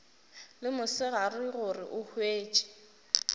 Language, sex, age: Northern Sotho, female, 19